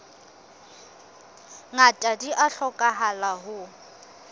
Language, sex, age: Southern Sotho, female, 23